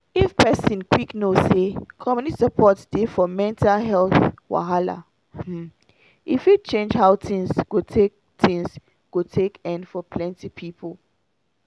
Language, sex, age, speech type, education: Nigerian Pidgin, female, 30-45, spontaneous, tertiary